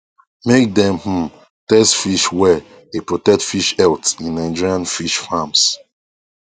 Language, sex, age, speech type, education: Nigerian Pidgin, male, 15-29, spontaneous, tertiary